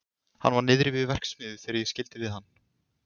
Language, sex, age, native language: Icelandic, male, 20-29, Icelandic